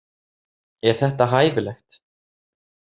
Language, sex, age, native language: Icelandic, male, 30-39, Icelandic